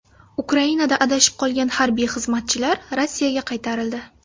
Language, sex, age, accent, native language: Uzbek, female, 19-29, Surxondaryo, Uzbek